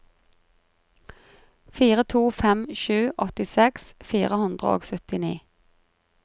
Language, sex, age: Norwegian, female, 33